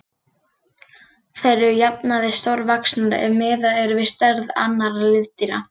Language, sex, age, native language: Icelandic, female, 40-49, Icelandic